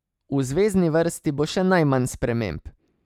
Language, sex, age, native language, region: Slovenian, male, 30-49, Slovenian, Savinja region